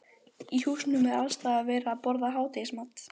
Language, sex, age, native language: Icelandic, female, 12, Icelandic